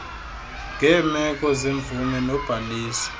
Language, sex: Xhosa, male